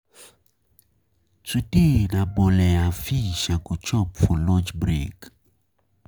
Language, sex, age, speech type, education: Nigerian Pidgin, male, 15-29, spontaneous, tertiary